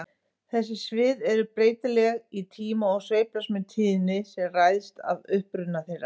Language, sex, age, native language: Icelandic, female, 50-59, Icelandic